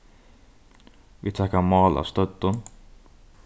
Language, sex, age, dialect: Faroese, male, 15-35, Norðurstreymoy/Eysturoy